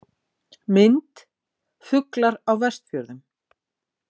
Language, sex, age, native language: Icelandic, female, 40-49, Icelandic